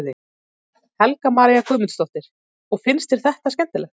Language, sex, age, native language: Icelandic, female, 30-39, Icelandic